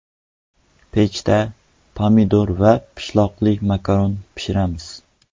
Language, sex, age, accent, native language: Uzbek, male, 12-17, Qoraqalpog'iston, Uzbek